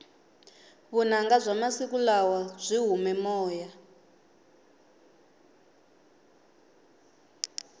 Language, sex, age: Tsonga, female, 19